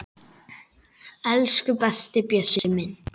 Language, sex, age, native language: Icelandic, male, 9, Icelandic